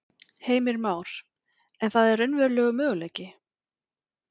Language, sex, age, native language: Icelandic, female, 40-49, Icelandic